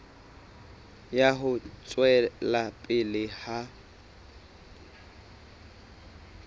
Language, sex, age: Southern Sotho, male, 24